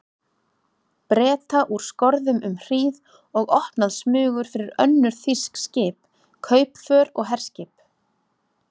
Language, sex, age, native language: Icelandic, female, 30-39, Icelandic